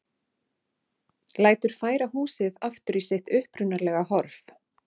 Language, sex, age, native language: Icelandic, female, 40-49, Icelandic